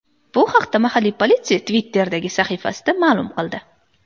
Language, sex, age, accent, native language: Uzbek, female, 18-24, Andijon, Uzbek